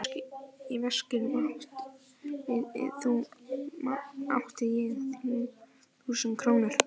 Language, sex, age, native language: Icelandic, male, 11, Icelandic